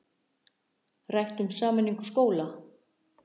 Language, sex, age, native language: Icelandic, female, 60-69, Icelandic